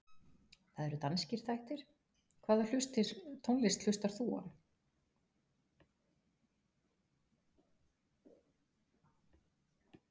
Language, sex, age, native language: Icelandic, female, 40-49, Icelandic